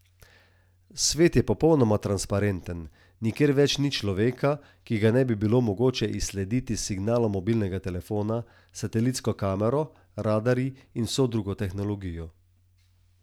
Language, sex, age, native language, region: Slovenian, male, 30-49, Slovenian, Southeast Slovenia